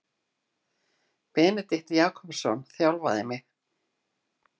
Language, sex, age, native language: Icelandic, female, 60-69, Icelandic